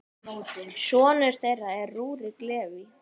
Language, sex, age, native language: Icelandic, male, 10, Icelandic